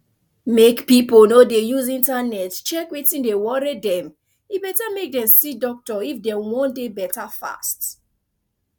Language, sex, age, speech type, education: Nigerian Pidgin, female, 15-29, spontaneous, tertiary